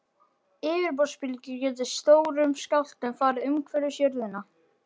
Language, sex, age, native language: Icelandic, male, 12, Icelandic